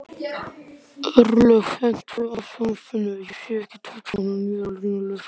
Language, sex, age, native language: Icelandic, male, 20-29, Icelandic